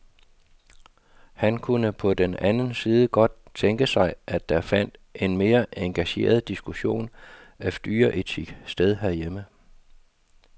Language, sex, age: Danish, male, 52